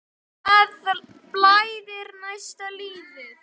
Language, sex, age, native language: Icelandic, male, 7, Polish